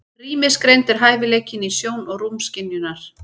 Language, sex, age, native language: Icelandic, female, 40-49, Icelandic